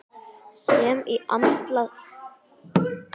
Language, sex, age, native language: Icelandic, male, 11, Icelandic